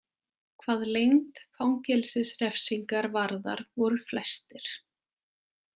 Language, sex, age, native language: Icelandic, female, 20-29, Icelandic